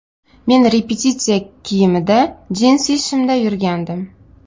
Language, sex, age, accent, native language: Uzbek, female, 25-34, Navoiy, Uzbek